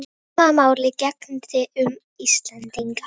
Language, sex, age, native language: Icelandic, female, 18-19, Icelandic